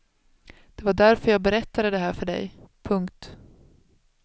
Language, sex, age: Swedish, female, 36